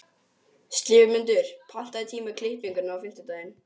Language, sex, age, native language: Icelandic, male, 12, Icelandic